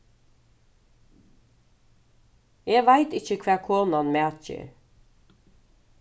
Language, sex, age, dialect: Faroese, female, 36-60, Suðurstreymoy